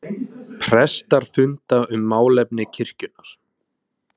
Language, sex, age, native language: Icelandic, male, 20-29, Icelandic